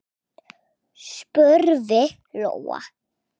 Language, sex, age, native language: Icelandic, male, 8, Icelandic